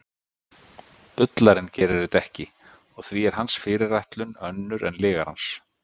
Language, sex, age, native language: Icelandic, male, 50-59, Icelandic